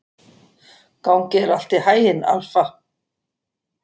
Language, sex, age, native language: Icelandic, female, 50-59, Icelandic